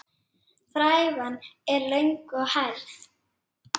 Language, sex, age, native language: Icelandic, female, 8, Icelandic